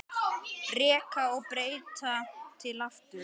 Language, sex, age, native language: Icelandic, male, 10, Icelandic